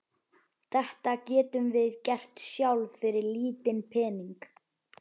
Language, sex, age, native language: Icelandic, male, 11, Icelandic